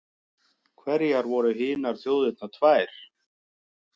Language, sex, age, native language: Icelandic, male, 50-59, Icelandic